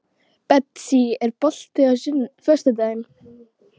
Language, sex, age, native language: Icelandic, female, 12, Icelandic